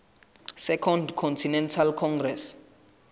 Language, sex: Southern Sotho, male